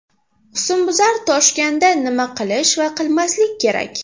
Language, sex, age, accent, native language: Uzbek, female, 12-17, Farg'ona, Uzbek